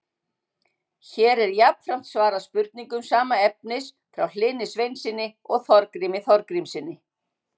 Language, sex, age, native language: Icelandic, female, 60-69, Icelandic